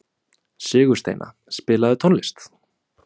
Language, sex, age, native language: Icelandic, male, 20-29, Icelandic